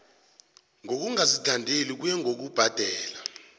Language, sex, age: South Ndebele, male, 21